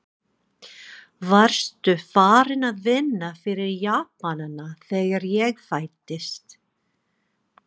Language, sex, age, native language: Icelandic, female, 40-49, English